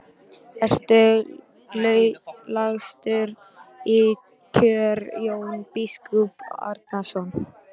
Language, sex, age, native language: Icelandic, male, 13, Icelandic